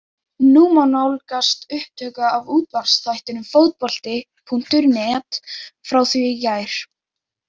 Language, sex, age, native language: Icelandic, female, 18-19, Icelandic